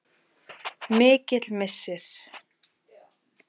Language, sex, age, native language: Icelandic, female, 20-29, Icelandic